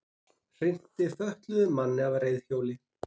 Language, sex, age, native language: Icelandic, male, 30-39, Icelandic